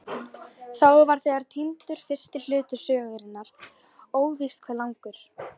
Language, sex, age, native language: Icelandic, female, 13, Icelandic